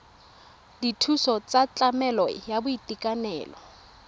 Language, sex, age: Tswana, female, 23